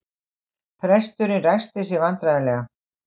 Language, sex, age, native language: Icelandic, female, 60-69, Icelandic